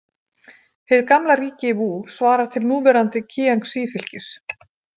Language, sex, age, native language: Icelandic, female, 40-49, Icelandic